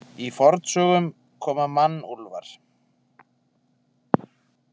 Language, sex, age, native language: Icelandic, male, 20-29, Icelandic